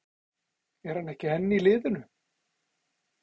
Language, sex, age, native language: Icelandic, male, 40-49, Icelandic